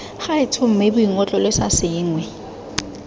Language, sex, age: Tswana, female, 20